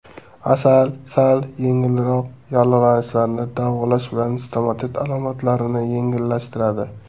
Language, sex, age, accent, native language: Uzbek, male, 19-29, Surxondaryo, Uzbek